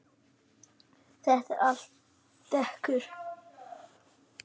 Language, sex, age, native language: Icelandic, male, 10, Icelandic